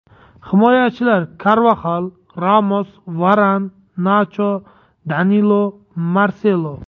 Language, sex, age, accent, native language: Uzbek, male, 35+, Jizzax, Uzbek